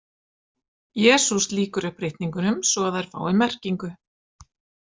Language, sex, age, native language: Icelandic, female, 50-59, Icelandic